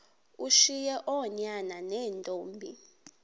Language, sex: Xhosa, female